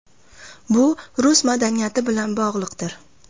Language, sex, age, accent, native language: Uzbek, female, 18-24, Farg'ona, Uzbek